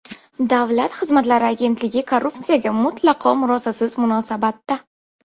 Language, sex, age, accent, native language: Uzbek, female, 18-24, Buxoro, Uzbek